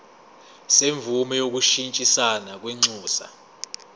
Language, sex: Zulu, male